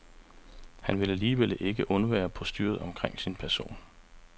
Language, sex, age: Danish, male, 35